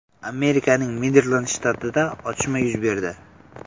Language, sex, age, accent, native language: Uzbek, male, 12-17, Samarqand, Uzbek